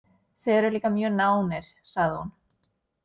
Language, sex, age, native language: Icelandic, female, 20-29, Norwegian